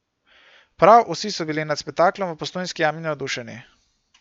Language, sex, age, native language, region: Slovenian, male, 18-29, Slovenian, Gorenjska region